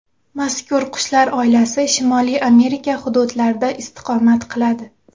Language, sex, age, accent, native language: Uzbek, female, 19-29, Xorazm, Uzbek